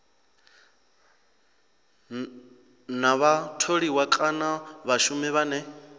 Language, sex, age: Venda, male, 26